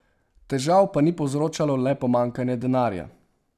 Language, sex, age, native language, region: Slovenian, male, 18-29, Slovenian, Savinja region